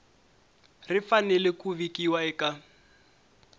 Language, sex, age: Tsonga, male, 22